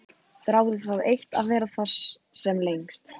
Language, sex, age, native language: Icelandic, female, 14, Icelandic